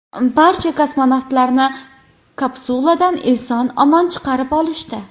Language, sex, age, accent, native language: Uzbek, female, 18-24, Andijon, Uzbek